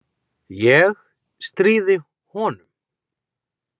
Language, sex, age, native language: Icelandic, male, 20-29, Icelandic